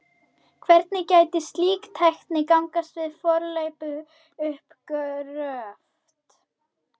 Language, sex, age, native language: Icelandic, female, 21, Icelandic